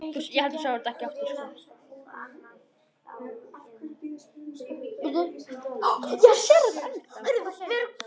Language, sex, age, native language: Icelandic, male, 10, Icelandic